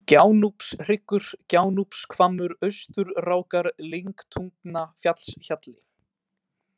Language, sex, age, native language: Icelandic, male, 18-19, Icelandic